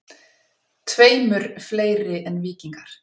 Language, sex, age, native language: Icelandic, female, 50-59, Icelandic